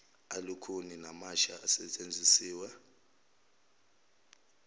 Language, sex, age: Zulu, male, 29